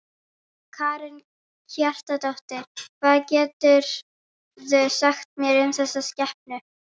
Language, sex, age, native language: Icelandic, female, 12, Icelandic